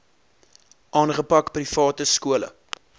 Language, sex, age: Afrikaans, male, 23